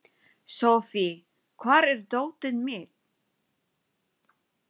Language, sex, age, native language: Icelandic, female, 20-29, Filipino